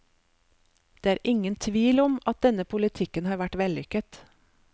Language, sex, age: Norwegian, female, 47